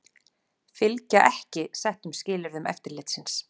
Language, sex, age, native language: Icelandic, female, 30-39, Icelandic